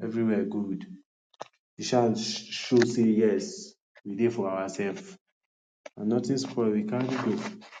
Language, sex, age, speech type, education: Nigerian Pidgin, male, 30-45, spontaneous, tertiary